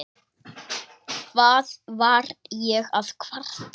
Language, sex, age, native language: Icelandic, male, 8, Icelandic